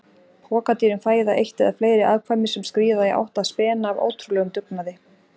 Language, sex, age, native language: Icelandic, female, 40-49, Icelandic